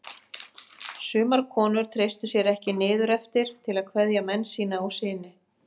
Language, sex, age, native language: Icelandic, female, 50-59, Icelandic